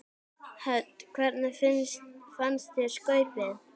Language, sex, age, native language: Icelandic, female, 9, Icelandic